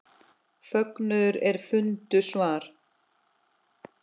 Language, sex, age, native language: Icelandic, female, 10, Icelandic